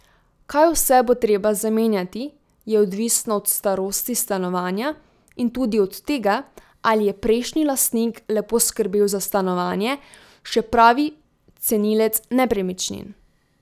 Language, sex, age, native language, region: Slovenian, female, 18-29, Slovenian, Drava region